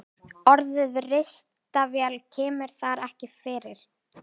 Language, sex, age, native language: Icelandic, female, 18-19, Icelandic